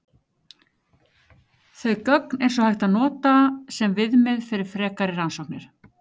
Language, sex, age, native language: Icelandic, female, 50-59, Icelandic